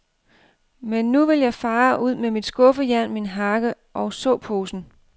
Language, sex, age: Danish, female, 32